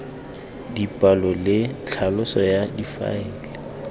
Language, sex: Tswana, male